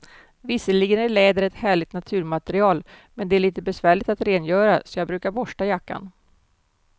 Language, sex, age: Swedish, female, 47